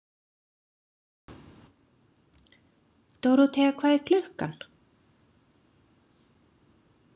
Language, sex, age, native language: Icelandic, female, 30-39, Icelandic